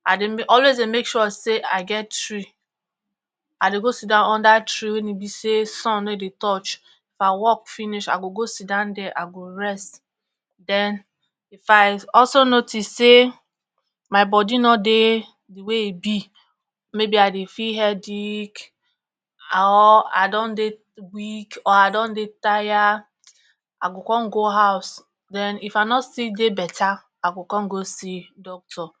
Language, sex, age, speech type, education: Nigerian Pidgin, female, 30-45, spontaneous, tertiary